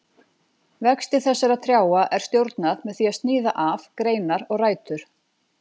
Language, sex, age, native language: Icelandic, female, 40-49, Icelandic